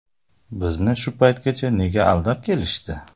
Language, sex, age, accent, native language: Uzbek, male, 25-34, Buxoro, Uzbek